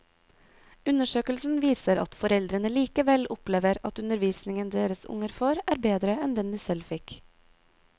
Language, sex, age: Norwegian, female, 22